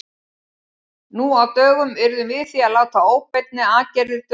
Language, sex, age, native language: Icelandic, female, 60-69, Icelandic